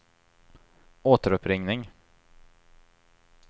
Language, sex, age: Swedish, male, 23